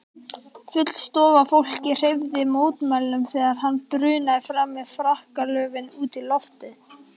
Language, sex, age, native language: Icelandic, female, 18-19, Icelandic